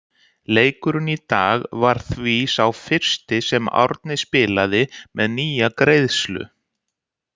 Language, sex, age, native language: Icelandic, male, 60-69, Icelandic